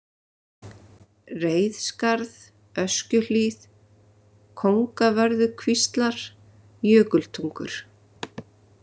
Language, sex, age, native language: Icelandic, female, 30-39, Icelandic